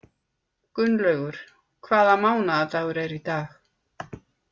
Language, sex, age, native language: Icelandic, female, 50-59, Icelandic